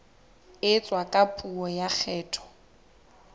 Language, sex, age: Southern Sotho, female, 20